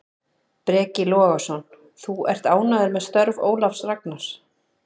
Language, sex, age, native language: Icelandic, female, 30-39, Icelandic